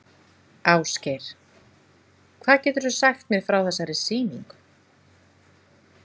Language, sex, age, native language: Icelandic, female, 20-29, Icelandic